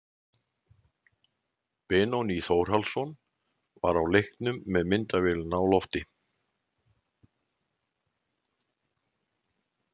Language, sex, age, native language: Icelandic, male, 70-79, Icelandic